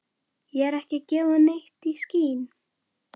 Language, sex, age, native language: Icelandic, female, 11, Icelandic